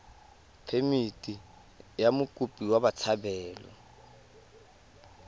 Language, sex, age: Tswana, male, 19